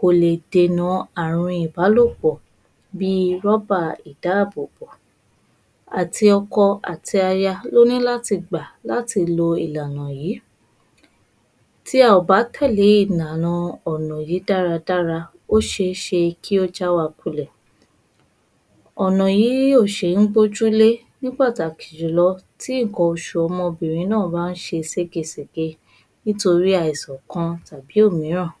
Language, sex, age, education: Yoruba, female, 15-29, tertiary